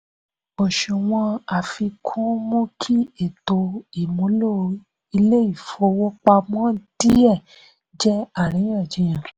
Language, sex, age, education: Yoruba, female, 30-45, tertiary